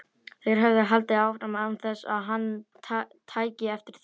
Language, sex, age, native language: Icelandic, female, 30-39, Icelandic